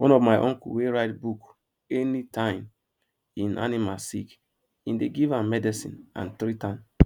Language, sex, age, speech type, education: Nigerian Pidgin, male, 15-29, spontaneous, secondary